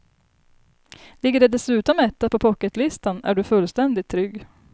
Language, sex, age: Swedish, female, 30